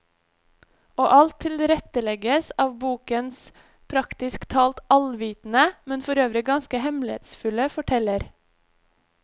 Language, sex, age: Norwegian, female, 26